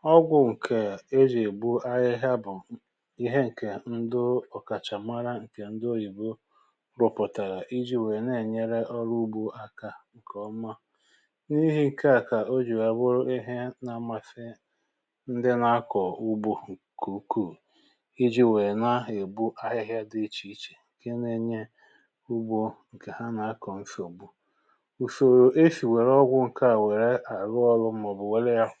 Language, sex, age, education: Igbo, male, 46-60, tertiary